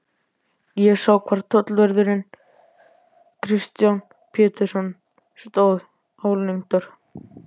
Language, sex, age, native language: Icelandic, male, 12, Icelandic